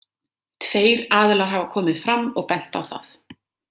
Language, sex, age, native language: Icelandic, female, 30-39, Icelandic